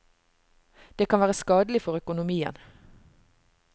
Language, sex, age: Norwegian, female, 45